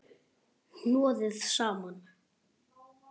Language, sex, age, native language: Icelandic, male, 9, Icelandic